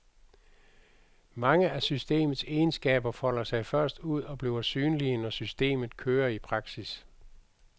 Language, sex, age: Danish, male, 62